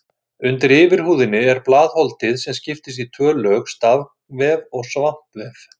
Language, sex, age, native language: Icelandic, male, 60-69, Icelandic